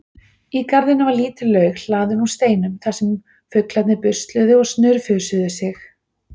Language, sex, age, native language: Icelandic, female, 40-49, Icelandic